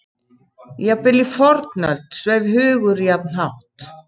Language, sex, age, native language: Icelandic, female, 50-59, Icelandic